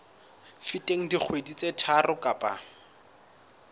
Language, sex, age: Southern Sotho, male, 19